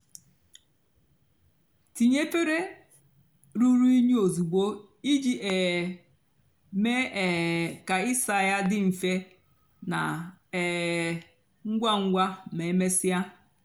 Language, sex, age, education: Igbo, female, 46-60, tertiary